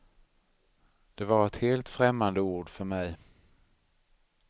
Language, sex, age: Swedish, male, 39